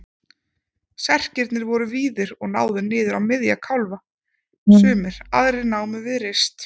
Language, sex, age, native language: Icelandic, female, 30-39, Icelandic